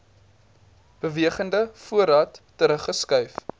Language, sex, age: Afrikaans, male, 19